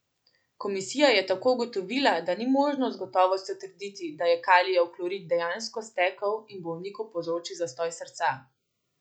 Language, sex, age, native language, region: Slovenian, female, 18-29, Slovenian, Central Slovenia